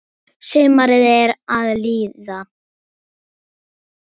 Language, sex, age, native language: Icelandic, female, 9, Icelandic